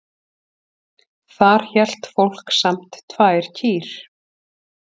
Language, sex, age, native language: Icelandic, female, 40-49, Icelandic